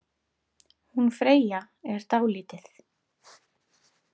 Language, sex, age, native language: Icelandic, female, 30-39, Icelandic